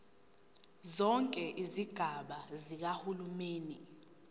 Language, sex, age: Zulu, female, 19